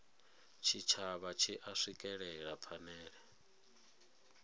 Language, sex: Venda, male